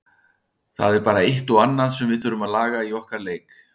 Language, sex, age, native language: Icelandic, male, 60-69, Icelandic